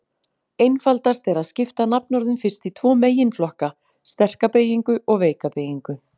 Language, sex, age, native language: Icelandic, female, 40-49, Icelandic